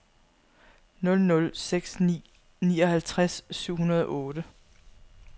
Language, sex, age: Danish, female, 35